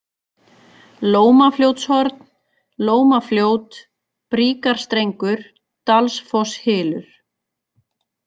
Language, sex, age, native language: Icelandic, female, 40-49, Icelandic